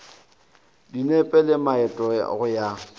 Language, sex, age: Northern Sotho, male, 22